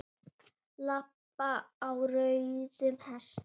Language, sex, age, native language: Icelandic, female, 9, Icelandic